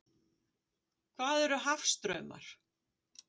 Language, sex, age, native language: Icelandic, female, 50-59, Icelandic